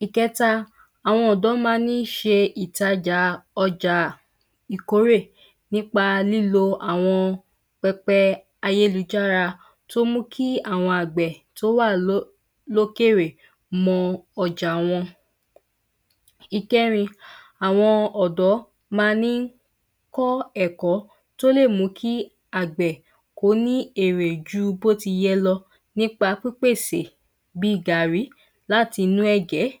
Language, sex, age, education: Yoruba, female, 15-29, primary